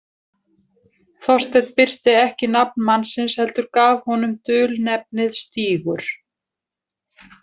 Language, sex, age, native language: Icelandic, female, 60-69, Icelandic